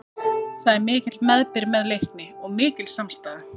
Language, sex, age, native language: Icelandic, female, 30-39, Icelandic